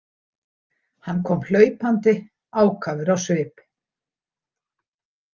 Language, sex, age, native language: Icelandic, female, 60-69, Icelandic